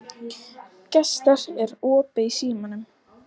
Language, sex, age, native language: Icelandic, female, 12, Icelandic